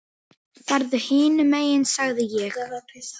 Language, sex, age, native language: Icelandic, male, 8, Icelandic